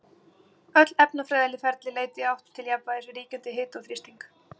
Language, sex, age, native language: Icelandic, female, 40-49, Icelandic